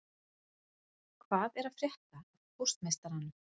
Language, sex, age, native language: Icelandic, female, 40-49, Icelandic